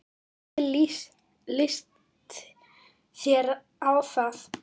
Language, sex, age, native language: Icelandic, female, 9, Icelandic